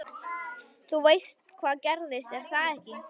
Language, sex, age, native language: Icelandic, female, 11, Icelandic